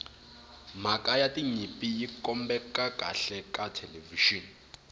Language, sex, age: Tsonga, male, 18